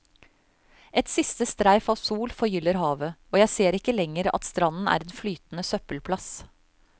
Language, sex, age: Norwegian, female, 35